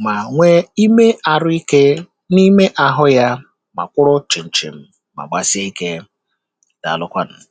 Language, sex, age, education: Igbo, male, 30-45, tertiary